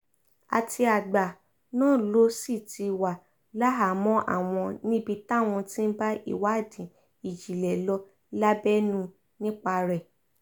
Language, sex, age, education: Yoruba, female, 15-29, tertiary